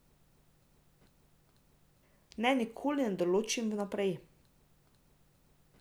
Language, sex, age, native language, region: Slovenian, female, 18-29, Slovenian, Drava region